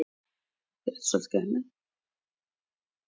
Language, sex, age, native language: Icelandic, female, 30-39, Icelandic